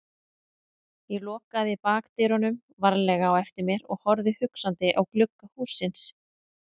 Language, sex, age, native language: Icelandic, female, 30-39, Icelandic